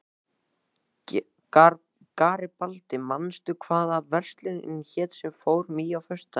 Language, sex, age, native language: Icelandic, male, 14, Icelandic